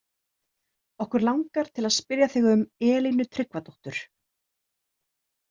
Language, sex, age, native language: Icelandic, female, 30-39, Icelandic